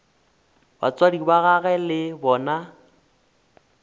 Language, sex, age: Northern Sotho, male, 24